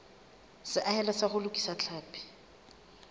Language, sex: Southern Sotho, female